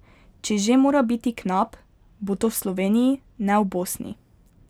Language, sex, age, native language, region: Slovenian, female, 12-17, Slovenian, Pomurje region